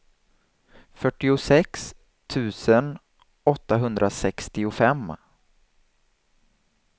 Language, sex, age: Swedish, male, 27